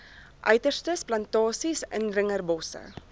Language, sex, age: Afrikaans, female, 23